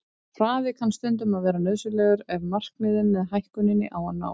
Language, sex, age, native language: Icelandic, female, 30-39, Icelandic